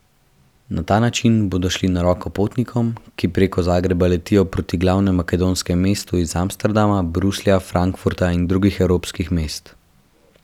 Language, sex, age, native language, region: Slovenian, male, 12-17, Slovenian, Central Slovenia